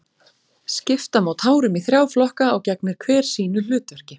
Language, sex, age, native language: Icelandic, female, 40-49, Icelandic